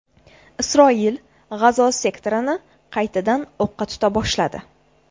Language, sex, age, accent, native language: Uzbek, female, 18-24, Buxoro, Uzbek